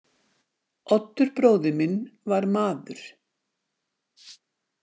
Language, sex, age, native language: Icelandic, female, 60-69, Icelandic